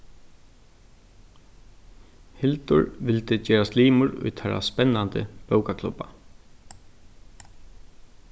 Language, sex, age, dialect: Faroese, male, 36-60, Norðurstreymoy/Eysturoy